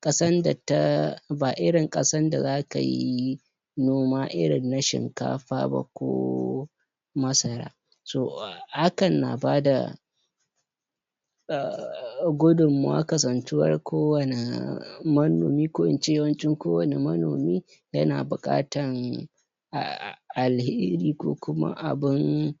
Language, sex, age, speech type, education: Hausa, male, 15-29, spontaneous, primary